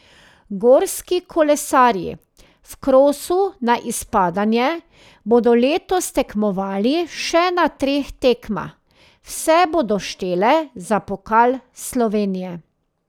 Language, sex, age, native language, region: Slovenian, female, 30-49, Slovenian, Drava region